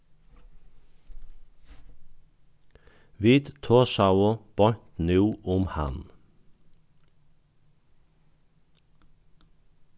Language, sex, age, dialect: Faroese, male, 36-60, Norðuroyggjar